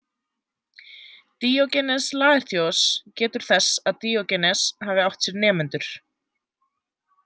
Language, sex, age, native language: Icelandic, female, 20-29, Icelandic